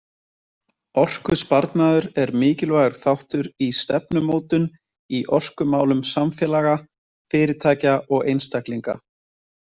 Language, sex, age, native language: Icelandic, male, 20-29, Icelandic